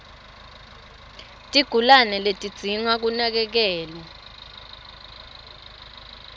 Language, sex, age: Swati, female, 24